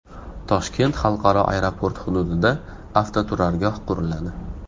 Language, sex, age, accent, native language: Uzbek, male, 18-24, Farg'ona, Uzbek